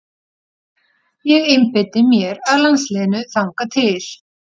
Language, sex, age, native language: Icelandic, female, 40-49, Icelandic